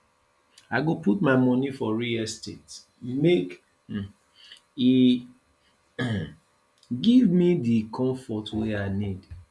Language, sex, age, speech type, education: Nigerian Pidgin, male, 30-45, spontaneous, tertiary